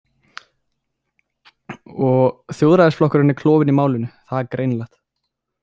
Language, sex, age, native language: Icelandic, male, 20-29, Icelandic